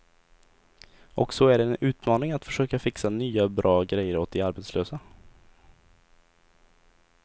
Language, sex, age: Swedish, male, 20